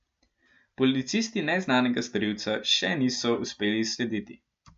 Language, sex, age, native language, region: Slovenian, male, 12-17, Slovenian, Gorenjska region